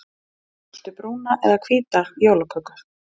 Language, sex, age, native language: Icelandic, female, 20-29, Icelandic